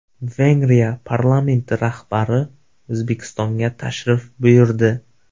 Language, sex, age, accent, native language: Uzbek, male, 25-34, Samarqand, Uzbek